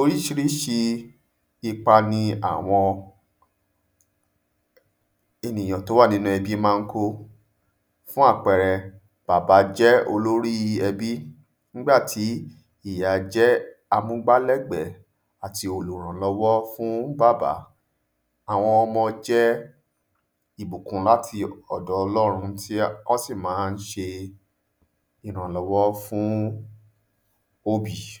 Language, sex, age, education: Yoruba, male, 30-45, tertiary